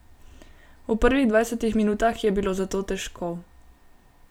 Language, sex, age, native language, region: Slovenian, female, 18-29, Slovenian, Gorenjska region